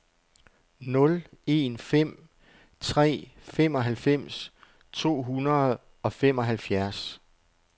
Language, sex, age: Danish, male, 48